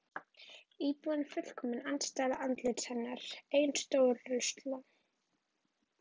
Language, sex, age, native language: Icelandic, female, 11, Icelandic